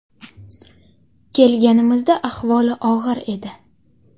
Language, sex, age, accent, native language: Uzbek, female, 25-34, Qashqadaryo, Uzbek